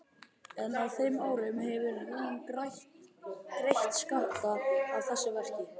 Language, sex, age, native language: Icelandic, male, 30-39, Icelandic